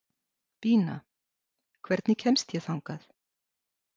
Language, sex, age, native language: Icelandic, female, 60-69, Icelandic